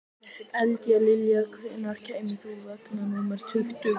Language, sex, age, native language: Icelandic, male, 11, Icelandic